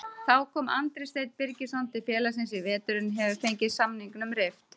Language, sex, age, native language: Icelandic, female, 30-39, Icelandic